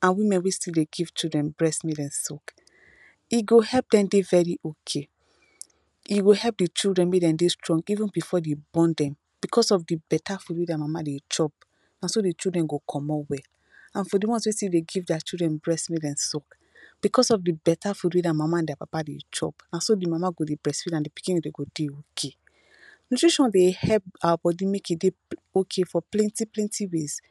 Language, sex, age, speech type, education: Nigerian Pidgin, female, 15-29, spontaneous, tertiary